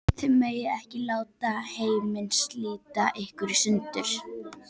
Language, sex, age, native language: Icelandic, female, 11, Icelandic